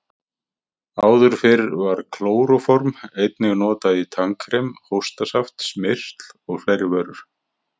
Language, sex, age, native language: Icelandic, male, 50-59, Icelandic